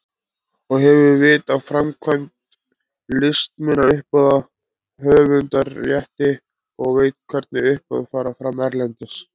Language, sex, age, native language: Icelandic, male, 20-29, Icelandic